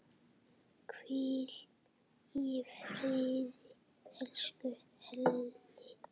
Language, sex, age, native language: Icelandic, male, 8, Icelandic